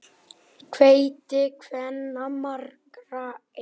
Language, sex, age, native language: Icelandic, male, 8, Icelandic